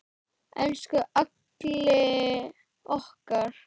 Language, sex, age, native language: Icelandic, male, 10, Icelandic